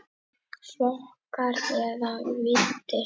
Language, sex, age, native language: Icelandic, male, 10, Icelandic